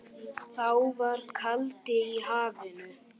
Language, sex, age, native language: Icelandic, male, 8, Icelandic